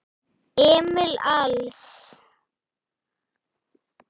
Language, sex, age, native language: Icelandic, female, 7, Icelandic